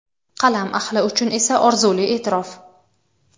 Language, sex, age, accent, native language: Uzbek, female, 19-29, Navoiy, Uzbek